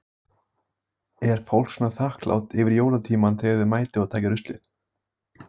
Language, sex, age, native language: Icelandic, male, 18-19, Icelandic